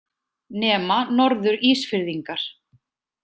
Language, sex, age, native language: Icelandic, female, 20-29, Icelandic